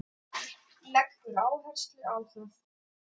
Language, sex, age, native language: Icelandic, female, 10, Icelandic